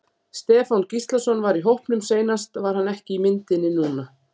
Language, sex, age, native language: Icelandic, female, 40-49, Icelandic